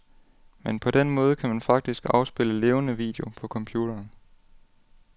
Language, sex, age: Danish, male, 18